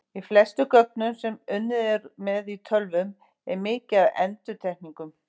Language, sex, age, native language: Icelandic, female, 50-59, Icelandic